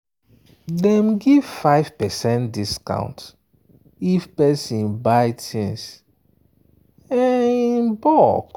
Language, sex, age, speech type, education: Nigerian Pidgin, male, 30-45, spontaneous, tertiary